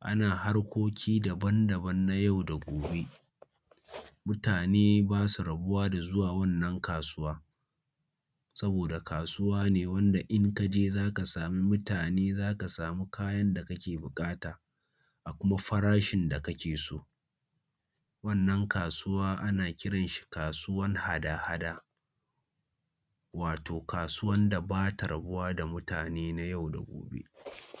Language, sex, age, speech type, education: Hausa, male, 15-29, spontaneous, secondary